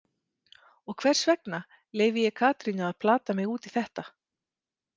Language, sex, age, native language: Icelandic, female, 30-39, Icelandic